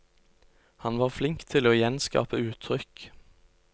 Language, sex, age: Norwegian, male, 29